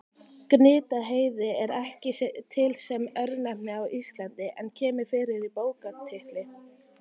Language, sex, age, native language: Icelandic, female, 18-19, Icelandic